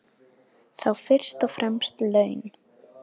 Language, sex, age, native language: Icelandic, female, 10, Icelandic